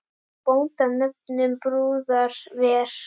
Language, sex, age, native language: Icelandic, female, 10, Icelandic